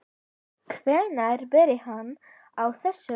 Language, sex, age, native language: Icelandic, female, 10, Icelandic